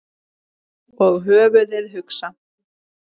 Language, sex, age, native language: Icelandic, female, 7, Icelandic